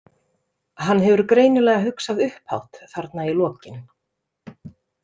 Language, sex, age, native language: Icelandic, female, 30-39, Icelandic